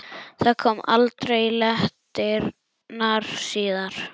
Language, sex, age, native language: Icelandic, male, 11, Icelandic